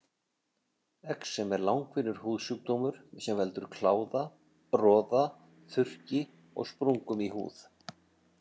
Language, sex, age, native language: Icelandic, male, 50-59, Icelandic